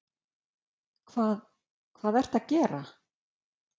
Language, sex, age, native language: Icelandic, female, 50-59, Icelandic